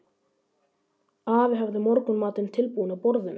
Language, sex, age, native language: Icelandic, male, 11, Icelandic